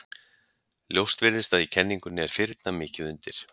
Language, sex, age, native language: Icelandic, male, 40-49, Icelandic